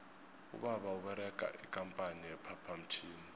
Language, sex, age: South Ndebele, male, 20